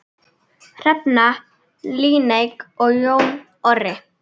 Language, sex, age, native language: Icelandic, female, 10, Icelandic